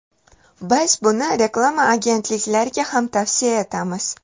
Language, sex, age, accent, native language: Uzbek, female, 18-24, Toshkent shahri, Uzbek